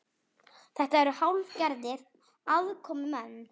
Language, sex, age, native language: Icelandic, female, 40-49, Icelandic